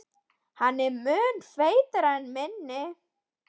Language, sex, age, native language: Icelandic, female, 12, Icelandic